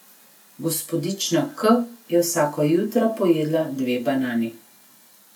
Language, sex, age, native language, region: Slovenian, female, 30-49, Slovenian, Gorenjska region